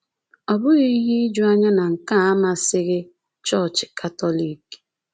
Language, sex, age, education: Igbo, female, 15-29, secondary